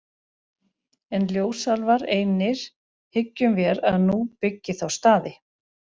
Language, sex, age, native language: Icelandic, other, 40-49, Icelandic